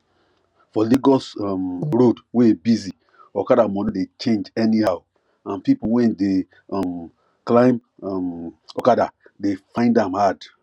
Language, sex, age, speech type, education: Nigerian Pidgin, male, 30-45, spontaneous, tertiary